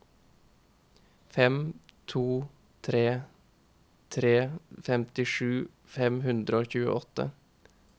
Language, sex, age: Norwegian, male, 21